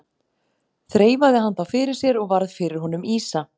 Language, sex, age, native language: Icelandic, female, 40-49, Icelandic